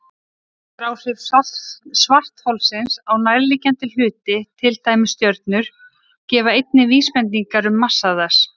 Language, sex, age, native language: Icelandic, female, 30-39, Icelandic